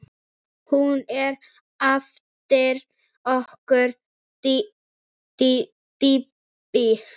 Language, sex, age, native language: Icelandic, female, 8, Icelandic